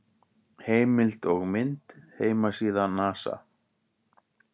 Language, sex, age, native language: Icelandic, male, 40-49, Icelandic